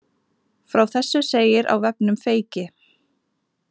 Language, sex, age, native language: Icelandic, female, 20-29, Icelandic